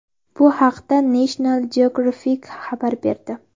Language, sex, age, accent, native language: Uzbek, female, 12-17, Andijon, Uzbek